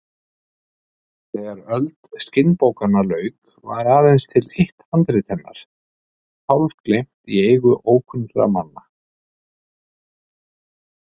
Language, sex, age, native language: Icelandic, male, 50-59, Icelandic